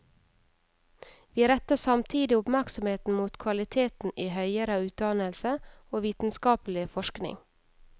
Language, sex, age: Norwegian, female, 31